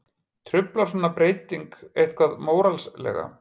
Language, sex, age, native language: Icelandic, male, 50-59, Icelandic